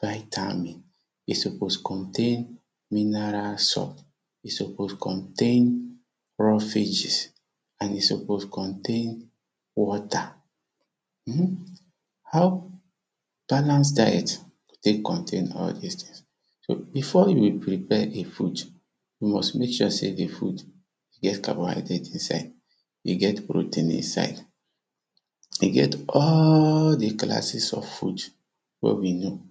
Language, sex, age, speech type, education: Nigerian Pidgin, male, 30-45, spontaneous, tertiary